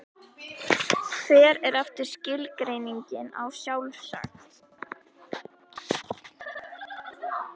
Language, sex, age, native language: Icelandic, female, 11, Icelandic